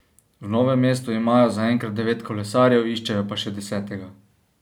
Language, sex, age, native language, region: Slovenian, male, 18-29, Slovenian, Savinja region